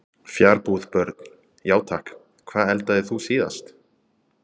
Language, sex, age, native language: Icelandic, male, 30-39, Icelandic